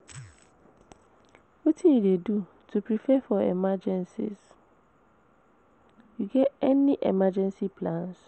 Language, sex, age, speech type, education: Nigerian Pidgin, female, 15-29, spontaneous, tertiary